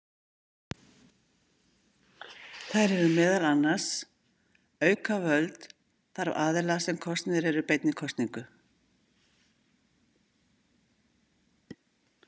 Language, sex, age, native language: Icelandic, female, 50-59, Icelandic